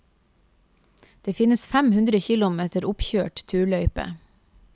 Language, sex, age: Norwegian, female, 28